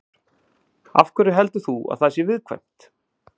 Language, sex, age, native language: Icelandic, male, 40-49, Icelandic